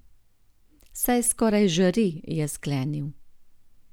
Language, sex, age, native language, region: Slovenian, female, 50-59, Slovenian, Gorenjska region